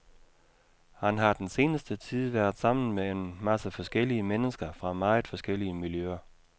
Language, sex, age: Danish, male, 56